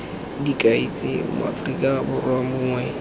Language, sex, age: Tswana, male, 18